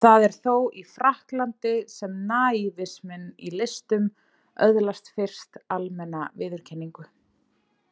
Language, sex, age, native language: Icelandic, female, 30-39, Icelandic